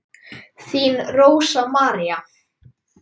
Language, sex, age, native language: Icelandic, male, 10, Icelandic